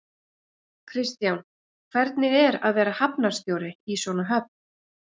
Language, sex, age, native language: Icelandic, female, 40-49, Icelandic